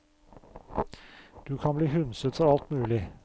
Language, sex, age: Norwegian, male, 44